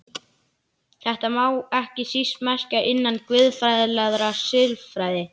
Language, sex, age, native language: Icelandic, male, 11, Icelandic